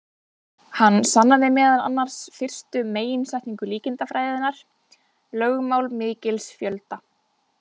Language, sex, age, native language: Icelandic, female, 20-29, Icelandic